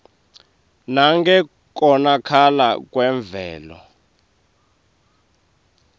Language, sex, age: Swati, male, 23